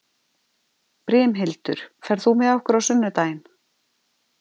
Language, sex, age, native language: Icelandic, female, 50-59, Icelandic